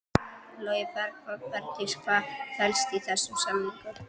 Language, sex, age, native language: Icelandic, female, 12, Icelandic